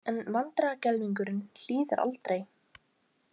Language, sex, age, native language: Icelandic, female, 18-19, Icelandic